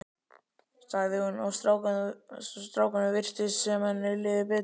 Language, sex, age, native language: Icelandic, male, 12, Icelandic